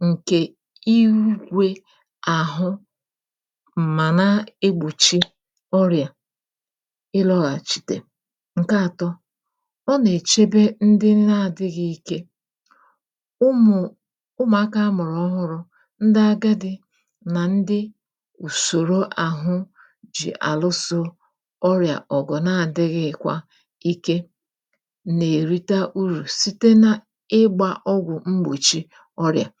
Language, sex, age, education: Igbo, female, 30-45, tertiary